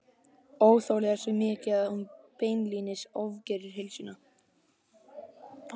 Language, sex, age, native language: Icelandic, male, 11, Icelandic